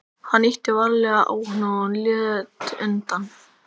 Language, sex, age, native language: Icelandic, male, 11, Icelandic